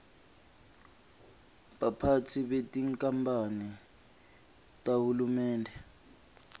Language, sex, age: Swati, male, 25